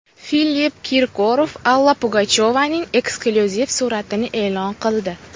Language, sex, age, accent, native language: Uzbek, female, 19-29, Farg'ona, Uzbek